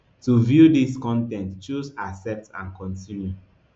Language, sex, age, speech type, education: Nigerian Pidgin, male, 15-29, spontaneous, tertiary